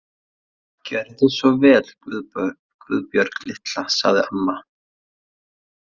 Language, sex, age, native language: Icelandic, male, 20-29, Faroese